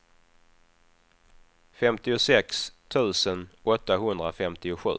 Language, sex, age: Swedish, male, 28